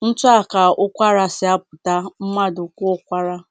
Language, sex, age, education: Igbo, female, 15-29, tertiary